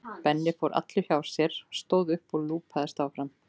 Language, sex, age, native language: Icelandic, female, 12, Icelandic